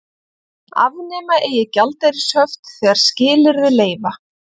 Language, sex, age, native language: Icelandic, female, 30-39, Icelandic